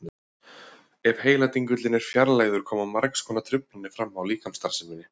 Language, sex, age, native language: Icelandic, male, 30-39, Icelandic